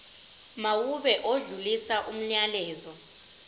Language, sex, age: Zulu, female, 25